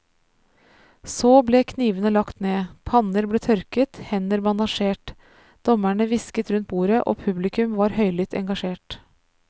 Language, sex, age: Norwegian, female, 33